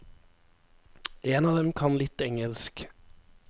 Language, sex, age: Norwegian, male, 23